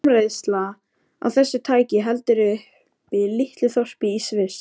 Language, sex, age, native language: Icelandic, female, 13, Icelandic